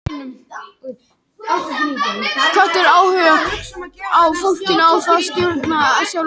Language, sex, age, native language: Icelandic, female, 11, Icelandic